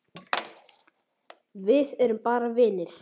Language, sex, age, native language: Icelandic, male, 10, Icelandic